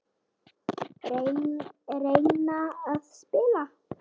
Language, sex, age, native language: Icelandic, female, 8, Icelandic